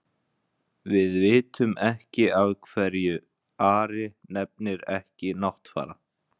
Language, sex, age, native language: Icelandic, male, 20-29, Icelandic